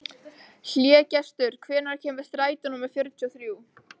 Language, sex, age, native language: Icelandic, female, 13, Icelandic